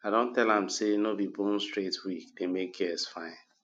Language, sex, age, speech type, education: Nigerian Pidgin, male, 30-45, spontaneous, tertiary